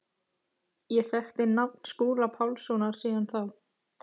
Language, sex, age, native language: Icelandic, female, 14, Icelandic